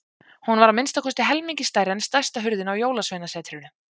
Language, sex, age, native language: Icelandic, female, 20-29, Icelandic